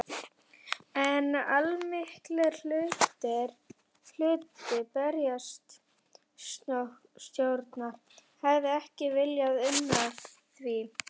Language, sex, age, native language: Icelandic, female, 11, Icelandic